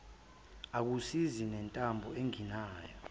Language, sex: Zulu, male